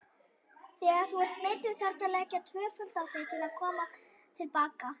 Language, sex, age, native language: Icelandic, female, 18-19, Icelandic